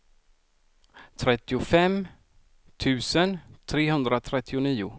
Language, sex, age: Swedish, male, 46